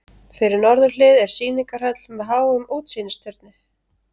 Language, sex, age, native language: Icelandic, female, 30-39, Icelandic